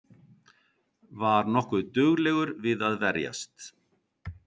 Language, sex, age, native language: Icelandic, male, 50-59, Icelandic